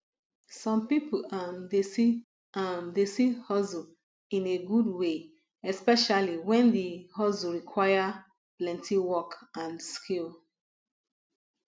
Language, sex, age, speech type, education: Nigerian Pidgin, female, 30-45, spontaneous, tertiary